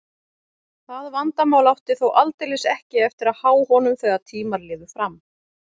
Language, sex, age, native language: Icelandic, female, 40-49, Icelandic